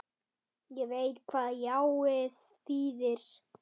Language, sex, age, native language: Icelandic, male, 10, Icelandic